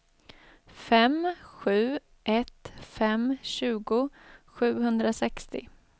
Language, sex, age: Swedish, female, 23